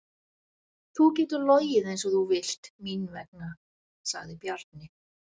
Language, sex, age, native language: Icelandic, female, 60-69, Icelandic